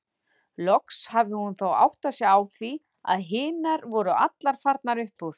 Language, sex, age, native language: Icelandic, female, 40-49, Icelandic